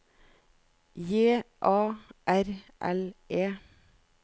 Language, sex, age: Norwegian, female, 41